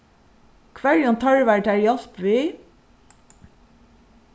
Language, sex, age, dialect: Faroese, female, 36-60, Suðuroy